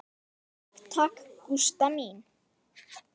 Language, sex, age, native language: Icelandic, female, 10, Icelandic